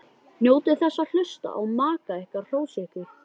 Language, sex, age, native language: Icelandic, male, 13, Icelandic